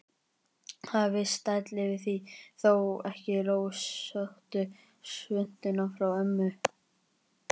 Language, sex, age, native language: Icelandic, male, 20-29, Icelandic